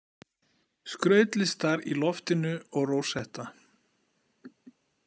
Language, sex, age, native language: Icelandic, male, 40-49, Icelandic